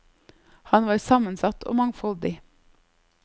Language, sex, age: Norwegian, female, 30